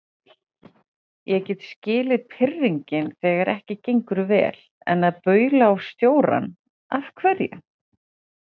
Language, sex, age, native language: Icelandic, female, 40-49, Icelandic